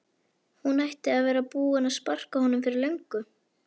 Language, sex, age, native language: Icelandic, female, 11, Icelandic